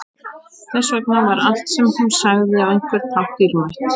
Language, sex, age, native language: Icelandic, female, 18-19, Icelandic